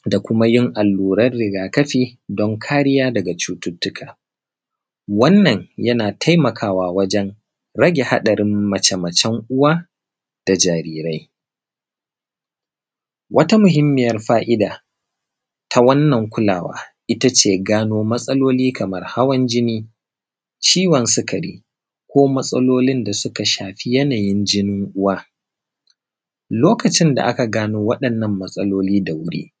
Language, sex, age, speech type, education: Hausa, male, 30-45, spontaneous, primary